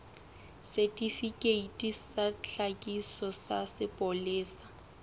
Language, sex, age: Southern Sotho, female, 21